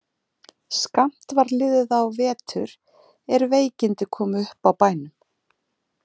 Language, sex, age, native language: Icelandic, female, 40-49, Icelandic